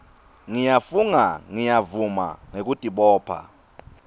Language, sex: Swati, male